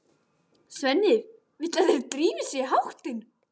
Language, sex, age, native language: Icelandic, female, 12, Icelandic